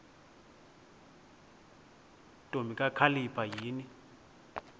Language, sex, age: Xhosa, male, 20